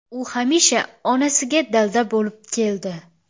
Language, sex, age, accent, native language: Uzbek, female, 18-24, Samarqand, Uzbek